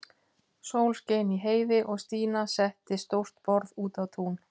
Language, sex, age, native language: Icelandic, female, 50-59, Icelandic